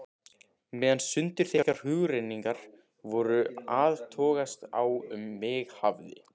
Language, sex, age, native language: Icelandic, male, 15, Icelandic